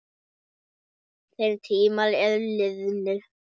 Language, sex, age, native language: Icelandic, male, 10, Icelandic